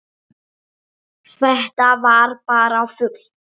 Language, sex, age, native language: Icelandic, female, 7, English